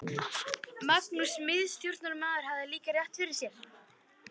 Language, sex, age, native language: Icelandic, female, 13, Icelandic